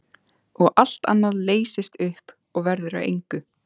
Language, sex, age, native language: Icelandic, female, 14, Icelandic